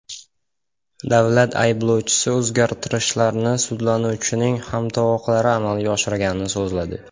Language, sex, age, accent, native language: Uzbek, male, under 19, Farg'ona, Uzbek